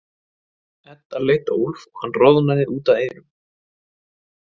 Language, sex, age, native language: Icelandic, male, 20-29, Icelandic